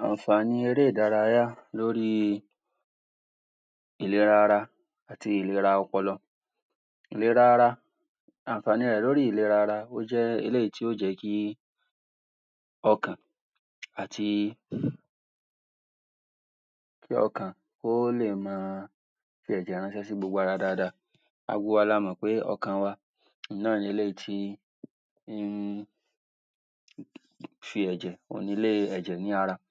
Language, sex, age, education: Yoruba, male, 46-60, tertiary